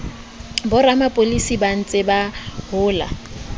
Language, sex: Southern Sotho, female